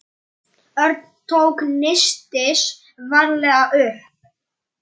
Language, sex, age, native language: Icelandic, male, 9, Polish